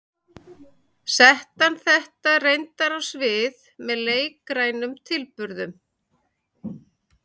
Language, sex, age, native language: Icelandic, male, 11, Icelandic